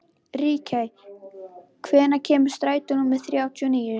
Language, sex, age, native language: Icelandic, female, 11, Icelandic